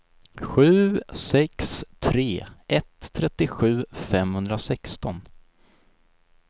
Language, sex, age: Swedish, male, 19